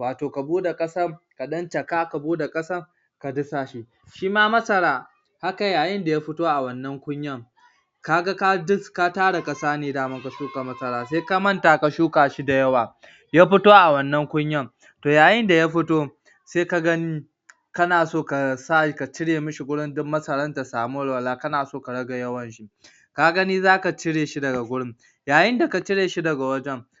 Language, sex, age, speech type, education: Hausa, male, 46-60, spontaneous, tertiary